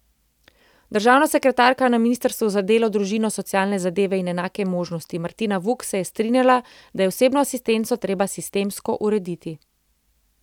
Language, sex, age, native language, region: Slovenian, female, 30-49, Slovenian, Central Slovenia